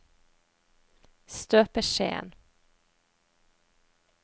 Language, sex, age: Norwegian, female, 30